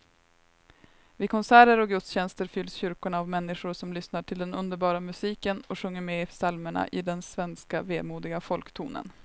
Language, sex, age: Swedish, female, 23